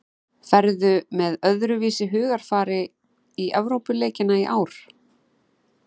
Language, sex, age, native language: Icelandic, female, 40-49, Icelandic